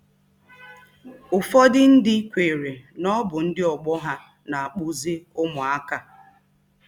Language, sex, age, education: Igbo, female, 30-45, tertiary